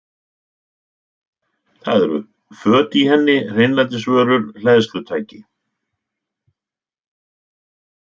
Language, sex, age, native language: Icelandic, male, 60-69, Icelandic